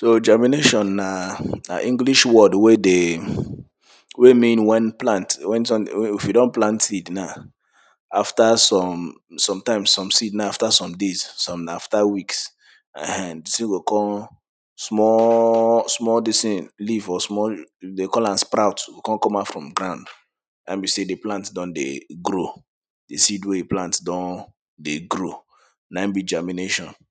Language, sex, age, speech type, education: Nigerian Pidgin, male, 30-45, spontaneous, secondary